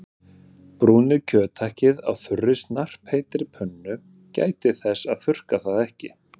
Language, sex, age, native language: Icelandic, male, 30-39, Icelandic